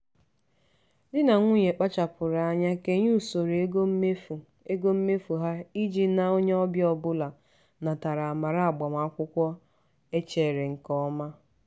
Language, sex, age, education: Igbo, female, 15-29, tertiary